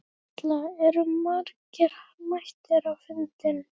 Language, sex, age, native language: Icelandic, female, 11, Icelandic